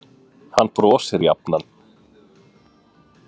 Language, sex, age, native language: Icelandic, male, 20-29, Icelandic